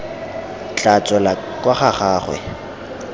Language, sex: Tswana, male